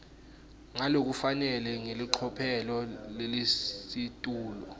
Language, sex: Swati, male